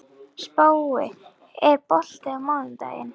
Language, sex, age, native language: Icelandic, female, 11, Icelandic